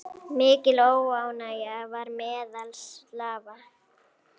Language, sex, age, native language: Icelandic, female, 9, Icelandic